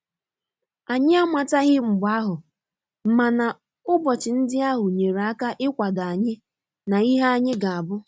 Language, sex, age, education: Igbo, female, 15-29, tertiary